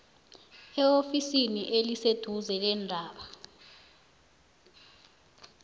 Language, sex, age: South Ndebele, female, 19